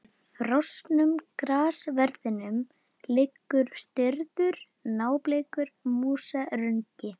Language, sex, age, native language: Icelandic, female, 11, Icelandic